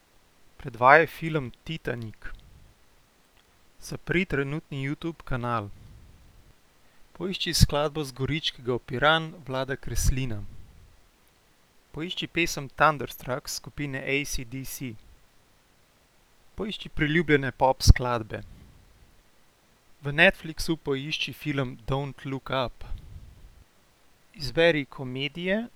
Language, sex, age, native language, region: Slovenian, male, 18-29, Slovenian, Central Slovenia